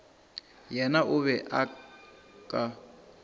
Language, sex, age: Northern Sotho, female, 26